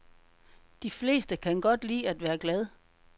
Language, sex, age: Danish, female, 52